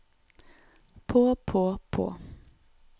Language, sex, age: Norwegian, female, 29